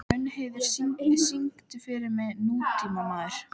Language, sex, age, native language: Icelandic, female, 12, Icelandic